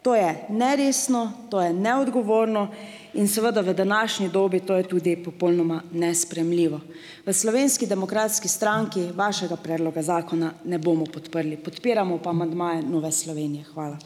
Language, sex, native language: Slovenian, female, Slovenian